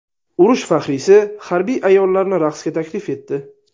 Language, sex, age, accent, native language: Uzbek, male, 19-29, Sirdaryo, Uzbek